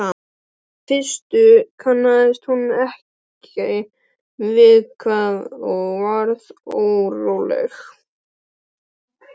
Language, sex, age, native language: Icelandic, male, 12, Icelandic